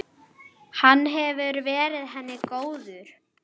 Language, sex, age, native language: Icelandic, female, 10, Icelandic